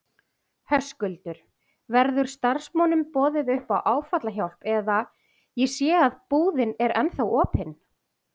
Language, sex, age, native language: Icelandic, female, 40-49, Icelandic